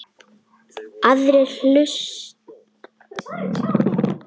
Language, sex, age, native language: Icelandic, female, 9, Icelandic